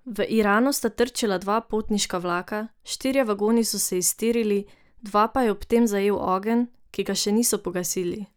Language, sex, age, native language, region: Slovenian, female, 18-29, Slovenian, Drava region